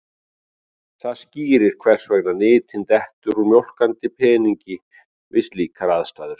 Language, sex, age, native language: Icelandic, male, 40-49, Icelandic